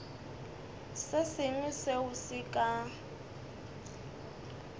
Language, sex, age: Northern Sotho, male, 21